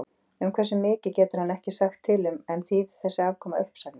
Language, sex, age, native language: Icelandic, female, 40-49, Icelandic